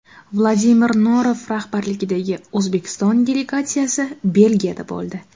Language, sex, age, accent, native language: Uzbek, female, 18-24, Jizzax, Uzbek